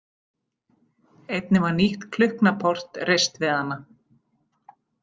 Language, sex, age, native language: Icelandic, female, 40-49, Icelandic